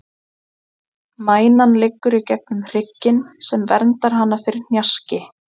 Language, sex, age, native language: Icelandic, female, 20-29, Icelandic